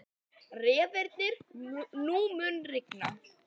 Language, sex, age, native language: Icelandic, female, 11, Icelandic